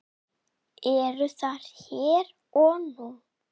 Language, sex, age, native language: Icelandic, female, 8, Icelandic